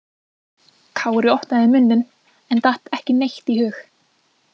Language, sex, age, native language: Icelandic, female, 20-29, Icelandic